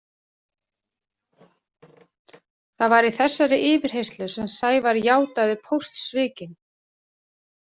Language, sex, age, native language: Icelandic, female, 40-49, Icelandic